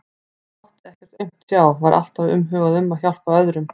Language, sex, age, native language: Icelandic, female, 50-59, Icelandic